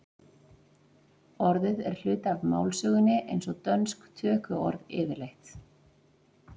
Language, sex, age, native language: Icelandic, female, 40-49, Icelandic